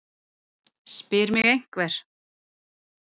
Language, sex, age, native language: Icelandic, female, 30-39, Icelandic